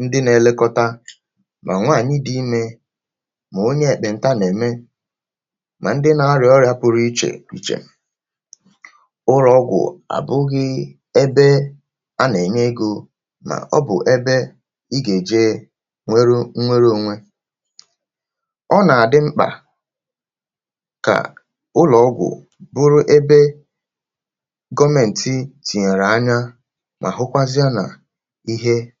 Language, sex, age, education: Igbo, male, 30-45, tertiary